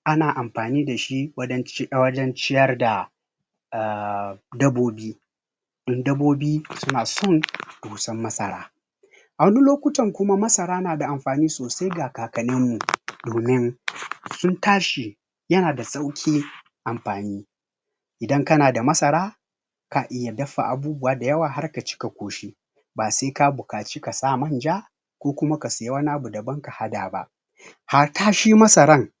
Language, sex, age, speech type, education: Hausa, male, 30-45, spontaneous, tertiary